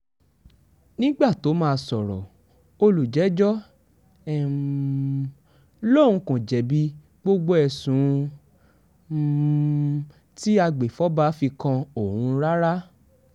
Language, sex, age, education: Yoruba, male, 15-29, tertiary